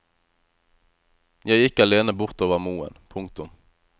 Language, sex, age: Norwegian, male, 25